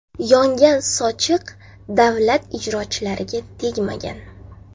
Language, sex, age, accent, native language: Uzbek, female, 19-29, Jizzax, Uzbek